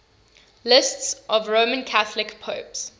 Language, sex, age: English, female, 21